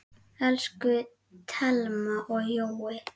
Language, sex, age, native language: Icelandic, female, 10, Icelandic